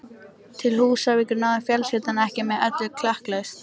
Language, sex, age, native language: Icelandic, female, 13, Icelandic